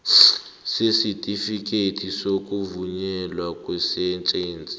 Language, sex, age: South Ndebele, male, 18